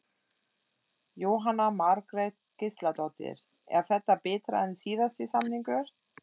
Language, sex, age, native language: Icelandic, female, 40-49, German